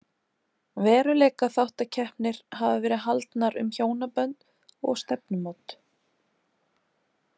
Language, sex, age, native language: Icelandic, female, 30-39, Icelandic